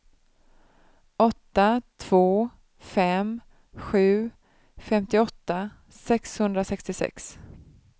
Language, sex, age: Swedish, female, 31